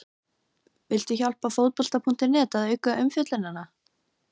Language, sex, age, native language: Icelandic, female, 15, Icelandic